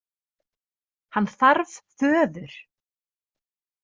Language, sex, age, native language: Icelandic, female, 30-39, Icelandic